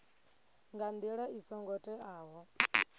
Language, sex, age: Venda, female, 22